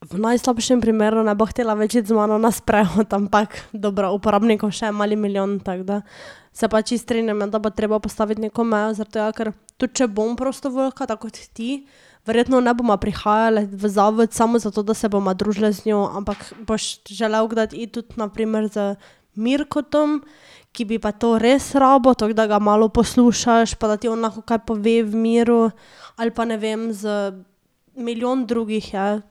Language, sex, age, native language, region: Slovenian, female, 18-29, Slovenian, Drava region